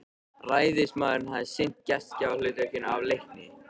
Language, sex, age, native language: Icelandic, male, 13, Icelandic